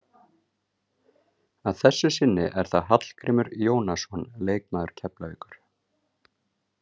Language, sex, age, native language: Icelandic, male, 30-39, Icelandic